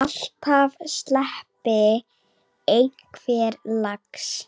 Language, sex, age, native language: Icelandic, female, 9, Icelandic